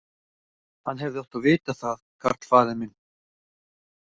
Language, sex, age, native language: Icelandic, male, 50-59, Icelandic